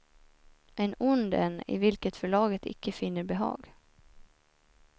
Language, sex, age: Swedish, female, 24